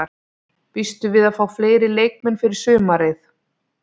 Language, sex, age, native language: Icelandic, female, 30-39, Icelandic